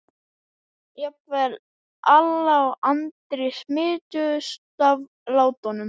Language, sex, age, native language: Icelandic, male, 11, Icelandic